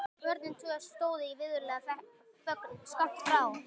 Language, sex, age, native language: Icelandic, male, 12, Icelandic